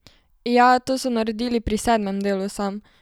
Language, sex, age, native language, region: Slovenian, female, 12-17, Slovenian, Savinja region